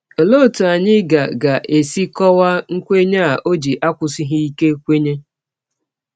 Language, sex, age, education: Igbo, female, 30-45, tertiary